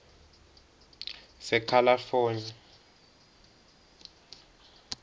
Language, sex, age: South Ndebele, male, 19